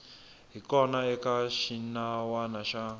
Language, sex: Tsonga, male